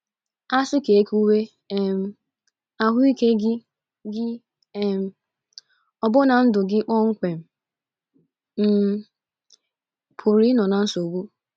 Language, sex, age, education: Igbo, female, 15-29, tertiary